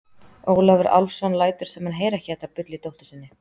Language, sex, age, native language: Icelandic, female, 30-39, Icelandic